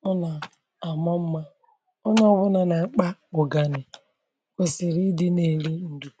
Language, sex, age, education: Igbo, male, 46-60, tertiary